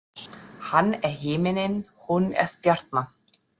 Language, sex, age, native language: Icelandic, female, 30-39, German